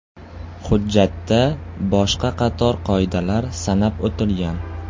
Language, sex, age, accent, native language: Uzbek, male, 18-24, Qoraqalpog'iston, Uzbek